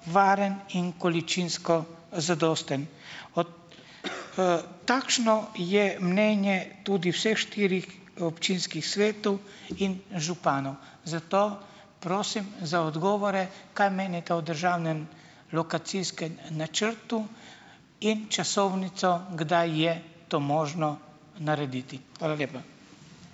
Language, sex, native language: Slovenian, male, Slovenian